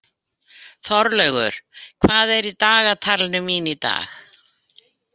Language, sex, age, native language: Icelandic, female, 70-79, Icelandic